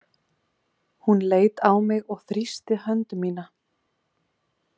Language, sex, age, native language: Icelandic, female, 30-39, Icelandic